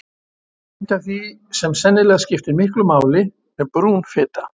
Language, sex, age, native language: Icelandic, male, 70-79, Icelandic